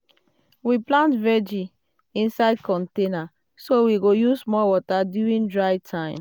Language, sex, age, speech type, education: Nigerian Pidgin, female, 30-45, spontaneous, tertiary